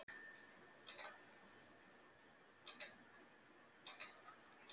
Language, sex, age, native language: Icelandic, female, 50-59, Icelandic